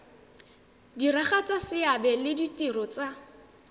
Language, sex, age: Tswana, female, 18